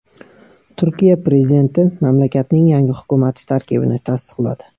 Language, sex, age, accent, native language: Uzbek, male, 18-24, Qashqadaryo, Uzbek